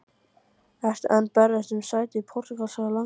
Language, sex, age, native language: Icelandic, male, 14, Icelandic